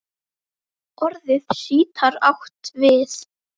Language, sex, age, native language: Icelandic, female, 10, Icelandic